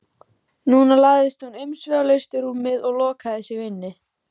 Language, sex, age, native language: Icelandic, female, 14, Icelandic